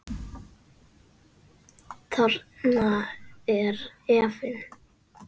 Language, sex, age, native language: Icelandic, male, 8, Icelandic